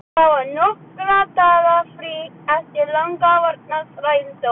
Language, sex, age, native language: Icelandic, female, 12, Icelandic